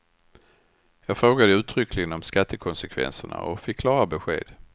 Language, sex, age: Swedish, male, 61